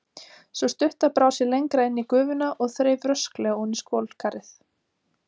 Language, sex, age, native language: Icelandic, female, 30-39, Icelandic